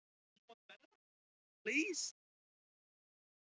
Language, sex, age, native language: Icelandic, male, 13, Icelandic